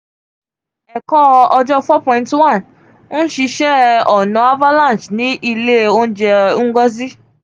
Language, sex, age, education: Yoruba, female, 15-29, tertiary